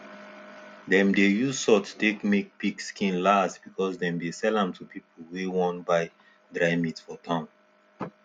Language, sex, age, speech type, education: Nigerian Pidgin, male, 15-29, spontaneous, tertiary